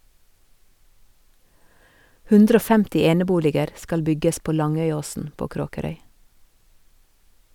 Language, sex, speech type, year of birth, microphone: Norwegian, female, read, 1970, Sennheiser